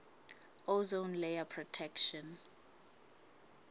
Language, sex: Southern Sotho, female